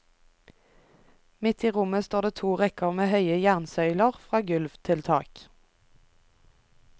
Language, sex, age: Norwegian, female, 24